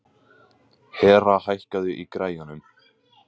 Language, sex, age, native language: Icelandic, male, 18-19, Icelandic